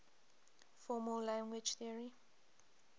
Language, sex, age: English, female, 20